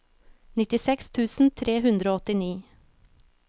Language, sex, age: Norwegian, female, 36